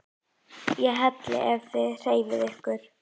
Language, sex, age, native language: Icelandic, female, 11, Icelandic